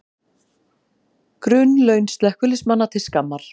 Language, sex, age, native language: Icelandic, female, 40-49, Icelandic